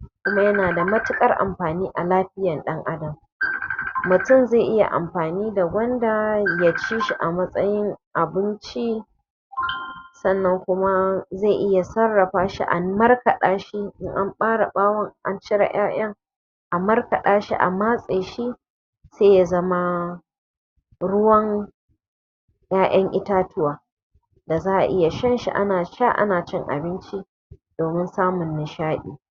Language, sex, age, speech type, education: Hausa, female, 30-45, spontaneous, tertiary